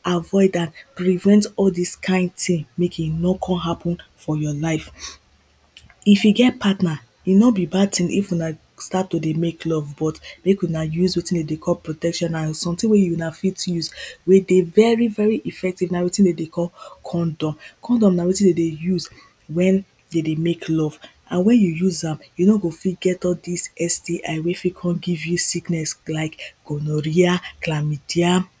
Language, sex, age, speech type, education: Nigerian Pidgin, female, 15-29, spontaneous, primary